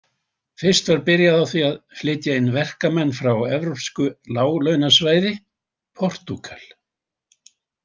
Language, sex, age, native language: Icelandic, male, 80-89, Icelandic